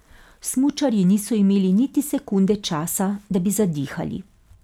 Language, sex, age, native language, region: Slovenian, female, 50-59, Slovenian, Carinthia region